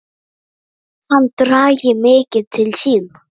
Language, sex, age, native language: Icelandic, female, 9, Icelandic